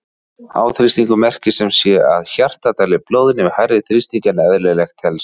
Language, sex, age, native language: Icelandic, male, 40-49, Icelandic